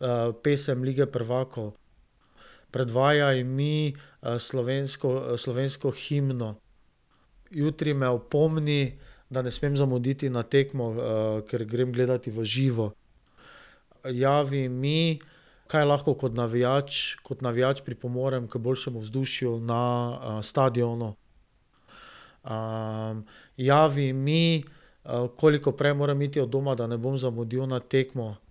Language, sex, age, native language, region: Slovenian, male, 30-49, Slovenian, Drava region